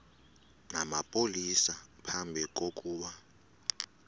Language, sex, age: Xhosa, male, 32